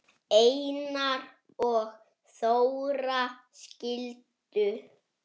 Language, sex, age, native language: Icelandic, male, 6, Icelandic